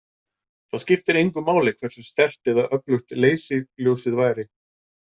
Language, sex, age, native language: Icelandic, male, 40-49, Icelandic